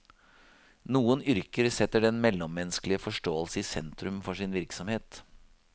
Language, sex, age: Norwegian, male, 52